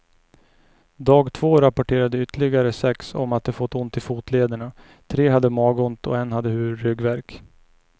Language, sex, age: Swedish, male, 29